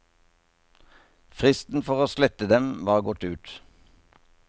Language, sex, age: Norwegian, male, 57